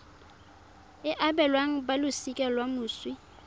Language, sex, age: Tswana, female, 23